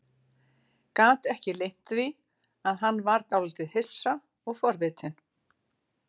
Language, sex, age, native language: Icelandic, female, 60-69, Icelandic